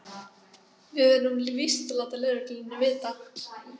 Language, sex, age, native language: Icelandic, female, 12, Icelandic